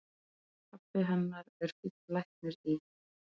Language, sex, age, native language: Icelandic, female, 30-39, Icelandic